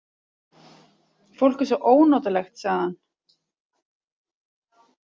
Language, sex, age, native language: Icelandic, female, 40-49, Icelandic